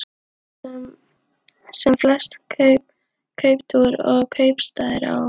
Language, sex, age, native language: Icelandic, female, 12, Icelandic